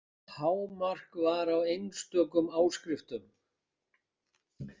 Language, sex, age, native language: Icelandic, male, 60-69, Icelandic